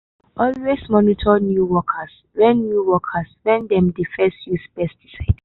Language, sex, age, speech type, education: Nigerian Pidgin, female, 15-29, spontaneous, tertiary